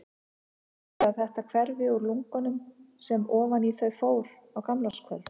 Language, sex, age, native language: Icelandic, female, 50-59, Icelandic